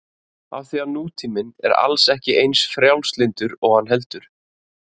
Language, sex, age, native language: Icelandic, male, 30-39, Icelandic